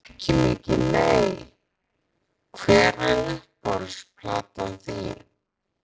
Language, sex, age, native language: Icelandic, male, 14, Icelandic